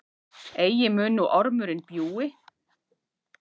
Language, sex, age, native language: Icelandic, female, 40-49, Icelandic